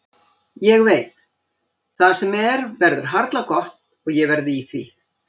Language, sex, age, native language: Icelandic, female, 60-69, Icelandic